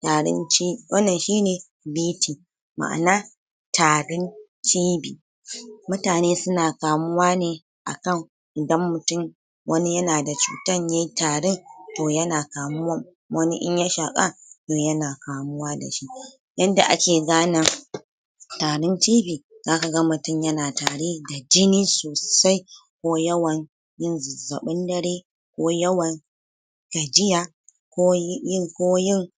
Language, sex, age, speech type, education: Hausa, female, 60+, spontaneous, tertiary